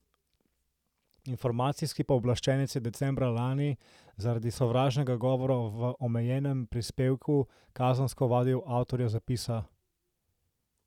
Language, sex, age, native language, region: Slovenian, male, 18-29, Slovenian, Central Slovenia